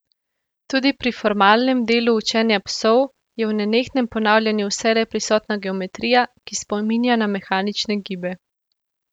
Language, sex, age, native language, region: Slovenian, female, 18-29, Slovenian, Central Slovenia